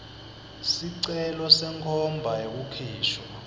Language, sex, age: Swati, male, 22